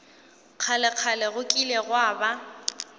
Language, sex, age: Northern Sotho, female, 18